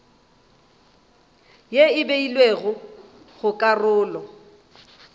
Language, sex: Northern Sotho, female